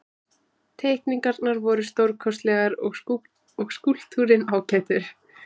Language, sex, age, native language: Icelandic, male, 20-29, Icelandic